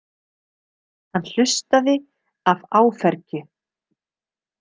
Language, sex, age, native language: Icelandic, female, 30-39, Icelandic